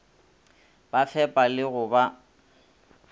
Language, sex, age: Northern Sotho, male, 26